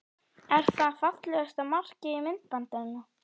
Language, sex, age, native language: Icelandic, female, 11, Icelandic